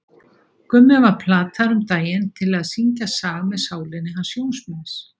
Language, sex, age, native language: Icelandic, female, 60-69, Icelandic